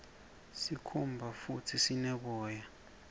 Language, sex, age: Swati, male, 24